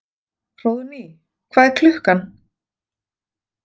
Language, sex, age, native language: Icelandic, female, 40-49, Icelandic